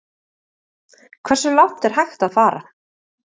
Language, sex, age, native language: Icelandic, female, 30-39, Icelandic